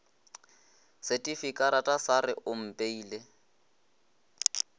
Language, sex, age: Northern Sotho, male, 20